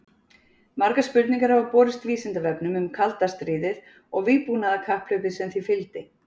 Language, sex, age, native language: Icelandic, female, 40-49, Icelandic